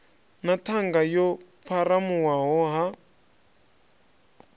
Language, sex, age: Venda, male, 26